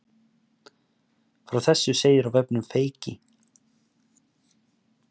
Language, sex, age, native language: Icelandic, male, 30-39, Icelandic